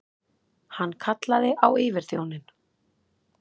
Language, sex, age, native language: Icelandic, female, 30-39, Icelandic